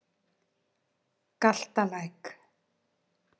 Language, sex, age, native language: Icelandic, female, 60-69, Icelandic